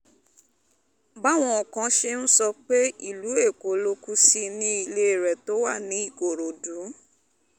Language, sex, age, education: Yoruba, female, 15-29, tertiary